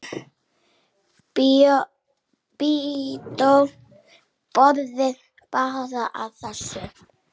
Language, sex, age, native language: Icelandic, male, 8, Icelandic